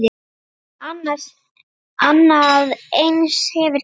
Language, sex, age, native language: Icelandic, female, 9, Icelandic